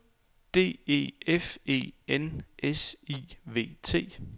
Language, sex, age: Danish, male, 28